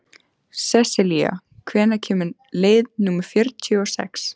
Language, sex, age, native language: Icelandic, female, 14, Icelandic